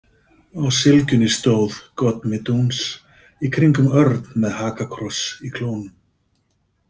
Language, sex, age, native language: Icelandic, male, 50-59, Icelandic